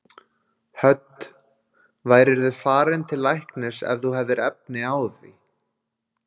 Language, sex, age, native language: Icelandic, male, 20-29, Icelandic